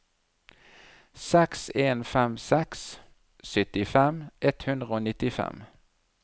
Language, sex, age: Norwegian, male, 37